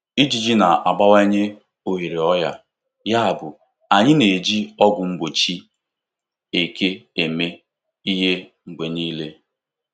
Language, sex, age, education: Igbo, male, 15-29, tertiary